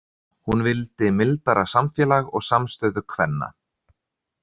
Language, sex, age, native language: Icelandic, male, 30-39, Icelandic